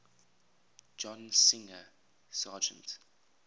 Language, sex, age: English, male, 20